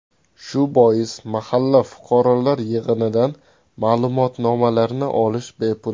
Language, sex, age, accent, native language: Uzbek, male, 18-24, Toshkent shahri, Uzbek